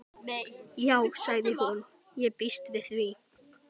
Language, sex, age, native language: Icelandic, male, 12, Icelandic